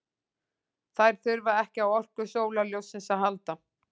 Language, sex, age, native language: Icelandic, female, 40-49, Icelandic